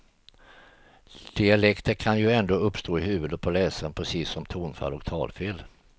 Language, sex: Swedish, male